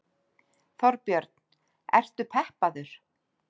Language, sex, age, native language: Icelandic, female, 40-49, Icelandic